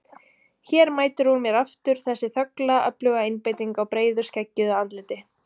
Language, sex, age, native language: Icelandic, female, 30-39, Icelandic